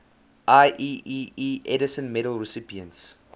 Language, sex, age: English, male, 24